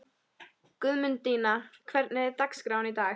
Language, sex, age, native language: Icelandic, female, 13, Icelandic